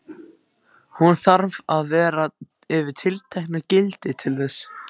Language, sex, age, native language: Icelandic, other, 14, Icelandic